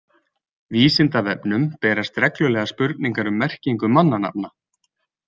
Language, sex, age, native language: Icelandic, male, 20-29, Icelandic